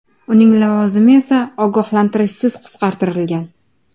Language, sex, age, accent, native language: Uzbek, female, 19-29, Farg'ona, Uzbek